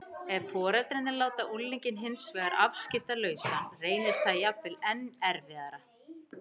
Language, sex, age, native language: Icelandic, female, 40-49, Icelandic